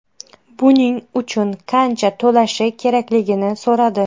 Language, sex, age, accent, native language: Uzbek, female, 30-39, Xorazm, Uzbek